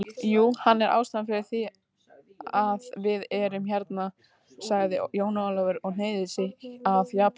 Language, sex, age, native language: Icelandic, female, 18-19, Icelandic